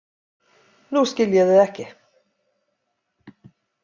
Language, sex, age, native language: Icelandic, female, 50-59, Icelandic